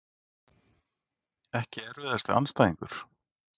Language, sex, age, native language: Icelandic, male, 40-49, Icelandic